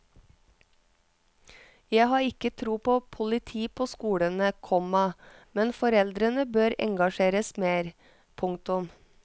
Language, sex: Norwegian, female